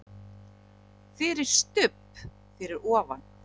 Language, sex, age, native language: Icelandic, male, 8, Icelandic